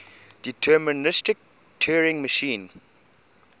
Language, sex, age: English, male, 20